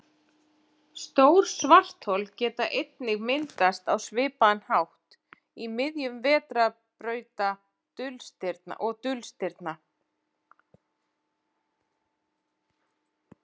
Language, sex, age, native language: Icelandic, female, 40-49, Icelandic